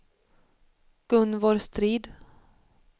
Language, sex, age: Swedish, female, 21